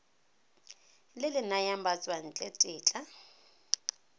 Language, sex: Tswana, female